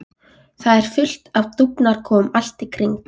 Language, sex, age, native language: Icelandic, female, 14, Icelandic